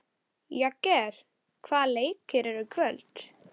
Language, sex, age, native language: Icelandic, female, 11, Icelandic